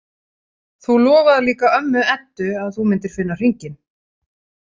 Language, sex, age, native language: Icelandic, female, 30-39, Icelandic